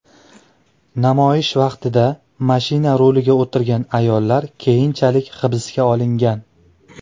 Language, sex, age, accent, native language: Uzbek, male, 19-29, Andijon, Uzbek